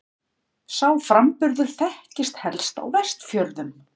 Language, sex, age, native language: Icelandic, female, 50-59, Icelandic